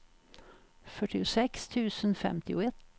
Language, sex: Swedish, female